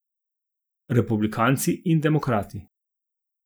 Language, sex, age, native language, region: Slovenian, male, 50-59, Slovenian, Zasavska region